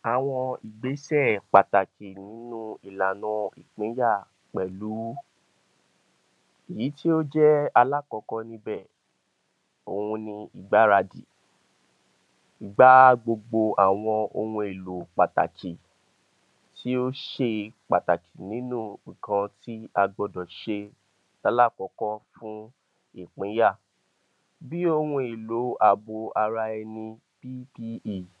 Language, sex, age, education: Yoruba, male, 46-60, tertiary